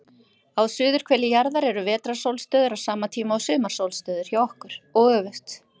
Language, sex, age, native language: Icelandic, female, 50-59, Icelandic